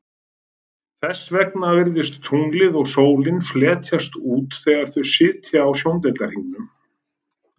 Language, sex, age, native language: Icelandic, male, 40-49, Icelandic